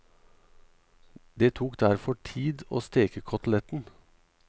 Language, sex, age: Norwegian, male, 38